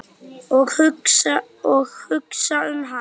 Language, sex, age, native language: Icelandic, male, 10, Icelandic